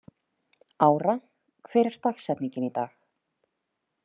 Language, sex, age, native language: Icelandic, female, 30-39, Icelandic